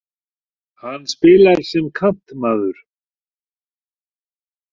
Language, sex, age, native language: Icelandic, male, 40-49, Icelandic